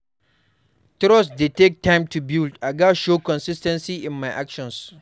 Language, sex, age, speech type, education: Nigerian Pidgin, male, 46-60, read, primary